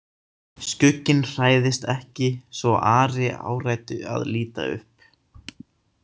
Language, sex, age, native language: Icelandic, male, 18-19, Icelandic